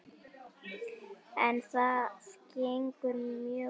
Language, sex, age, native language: Icelandic, female, 10, Icelandic